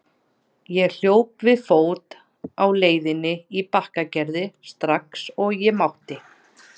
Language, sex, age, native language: Icelandic, female, 30-39, Icelandic